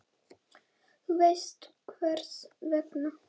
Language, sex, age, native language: Icelandic, female, 8, Icelandic